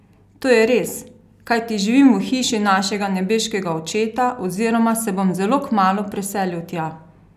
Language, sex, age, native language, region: Slovenian, female, 30-49, Slovenian, Carinthia region